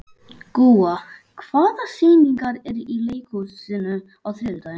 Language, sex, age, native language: Icelandic, male, 11, Icelandic